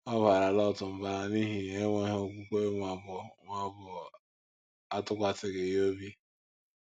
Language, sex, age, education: Igbo, male, 15-29, tertiary